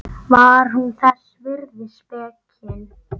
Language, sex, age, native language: Icelandic, female, 9, Icelandic